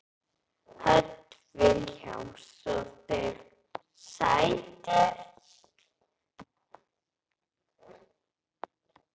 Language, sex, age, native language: Icelandic, female, 11, Icelandic